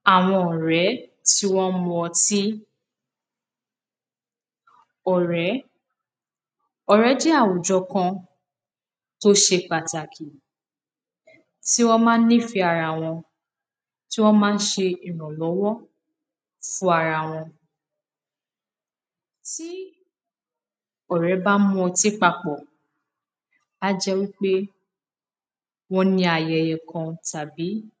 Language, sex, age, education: Yoruba, female, 15-29, secondary